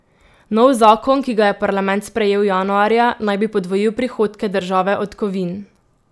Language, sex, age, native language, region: Slovenian, female, 18-29, Slovenian, Drava region